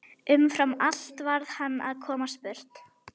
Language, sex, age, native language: Icelandic, female, 11, Icelandic